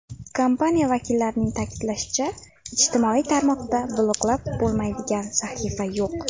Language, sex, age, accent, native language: Uzbek, female, 18-24, Andijon, Uzbek